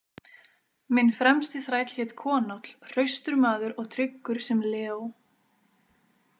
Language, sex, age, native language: Icelandic, female, 20-29, Icelandic